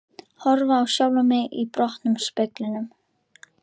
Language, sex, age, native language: Icelandic, female, 11, Icelandic